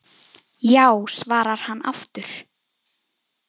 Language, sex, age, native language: Icelandic, female, 10, Icelandic